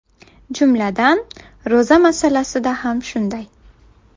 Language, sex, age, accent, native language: Uzbek, female, 19-29, Buxoro, Uzbek